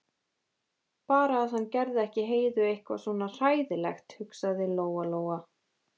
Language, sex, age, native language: Icelandic, female, 20-29, Icelandic